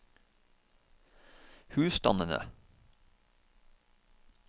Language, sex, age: Norwegian, male, 31